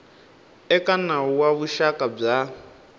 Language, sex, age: Tsonga, male, 19